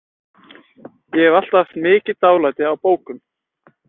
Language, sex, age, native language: Icelandic, male, 20-29, Icelandic